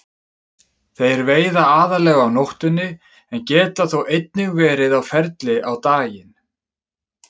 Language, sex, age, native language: Icelandic, male, 30-39, Icelandic